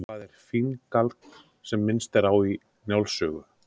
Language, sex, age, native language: Icelandic, male, 30-39, Icelandic